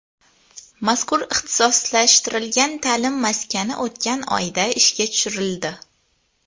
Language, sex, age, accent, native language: Uzbek, female, under 19, Toshkent viloyati, Uzbek